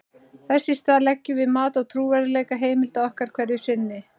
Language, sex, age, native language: Icelandic, female, 30-39, Icelandic